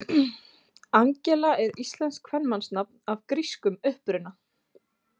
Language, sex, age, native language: Icelandic, female, 20-29, Icelandic